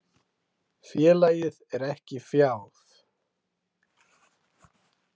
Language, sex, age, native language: Icelandic, male, 20-29, Icelandic